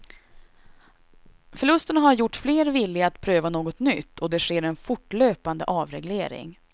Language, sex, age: Swedish, female, 26